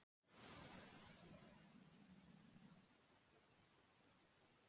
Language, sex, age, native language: Icelandic, female, 40-49, Icelandic